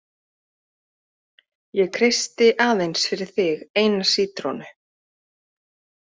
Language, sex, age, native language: Icelandic, female, 30-39, Icelandic